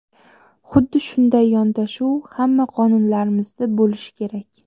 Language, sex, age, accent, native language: Uzbek, female, 12-17, Toshkent shahri, Uzbek